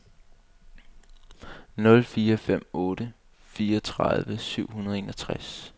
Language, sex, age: Danish, male, 22